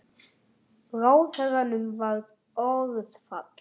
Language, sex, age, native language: Icelandic, female, 60-69, Icelandic